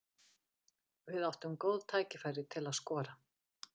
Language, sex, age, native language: Icelandic, female, 50-59, Icelandic